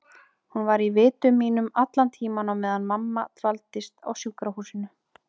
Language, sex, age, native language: Icelandic, female, 30-39, Icelandic